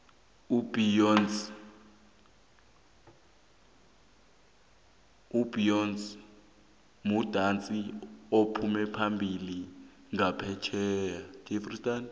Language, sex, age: South Ndebele, male, 18